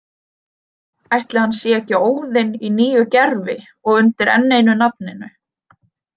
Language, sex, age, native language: Icelandic, female, 20-29, Icelandic